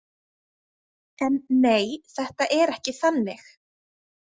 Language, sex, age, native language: Icelandic, female, 20-29, Icelandic